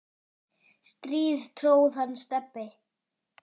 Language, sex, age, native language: Icelandic, male, 10, Icelandic